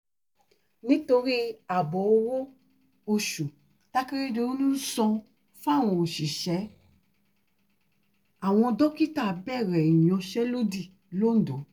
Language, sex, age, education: Yoruba, female, 30-45, tertiary